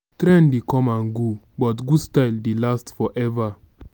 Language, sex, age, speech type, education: Nigerian Pidgin, male, 15-29, spontaneous, tertiary